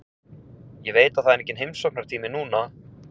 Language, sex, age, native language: Icelandic, male, 30-39, Icelandic